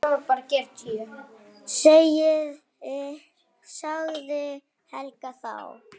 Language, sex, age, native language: Icelandic, female, 9, Icelandic